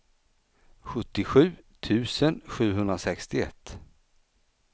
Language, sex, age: Swedish, male, 49